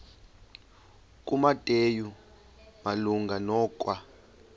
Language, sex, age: Xhosa, male, 35